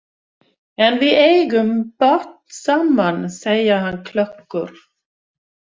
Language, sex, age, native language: Icelandic, female, 60-69, Swedish